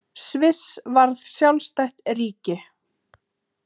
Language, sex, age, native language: Icelandic, female, 30-39, Icelandic